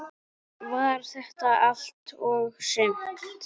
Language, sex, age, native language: Icelandic, female, 9, Icelandic